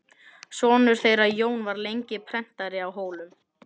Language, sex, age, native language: Icelandic, male, 18-19, Icelandic